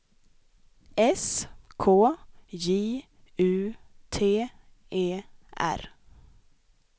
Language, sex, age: Swedish, female, 23